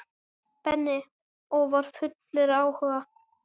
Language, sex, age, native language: Icelandic, male, 9, Icelandic